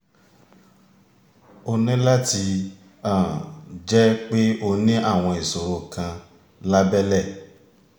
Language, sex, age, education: Yoruba, male, 30-45, tertiary